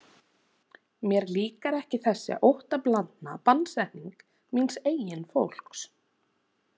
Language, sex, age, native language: Icelandic, female, 30-39, Icelandic